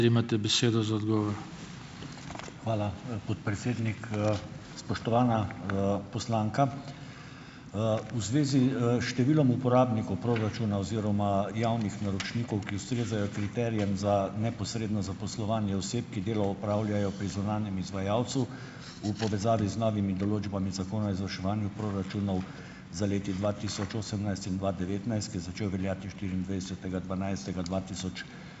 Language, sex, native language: Slovenian, male, Slovenian